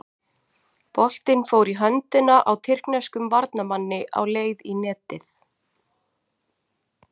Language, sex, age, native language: Icelandic, female, 40-49, Icelandic